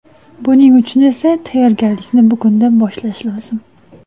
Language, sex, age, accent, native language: Uzbek, female, 18-24, Toshkent shahri, Uzbek